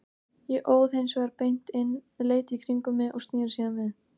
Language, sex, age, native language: Icelandic, female, 18-19, Icelandic